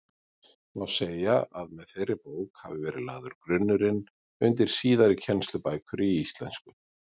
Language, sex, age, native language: Icelandic, male, 40-49, Icelandic